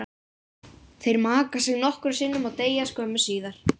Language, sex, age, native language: Icelandic, female, 50-59, Icelandic